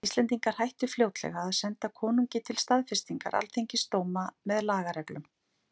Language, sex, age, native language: Icelandic, female, 40-49, Icelandic